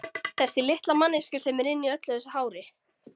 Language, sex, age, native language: Icelandic, female, 13, Icelandic